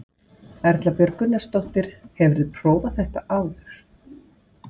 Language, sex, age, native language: Icelandic, female, 40-49, Icelandic